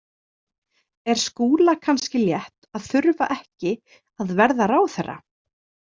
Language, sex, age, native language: Icelandic, female, 30-39, Icelandic